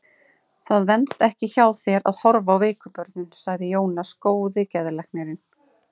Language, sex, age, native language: Icelandic, female, 30-39, Icelandic